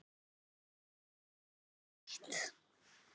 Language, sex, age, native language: Icelandic, female, 9, Icelandic